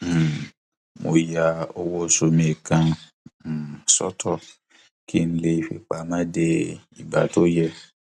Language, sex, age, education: Yoruba, male, 15-29, tertiary